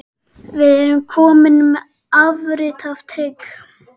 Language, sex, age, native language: Icelandic, male, 12, Icelandic